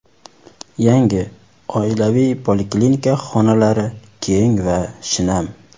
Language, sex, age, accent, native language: Uzbek, male, 19-29, Surxondaryo, Uzbek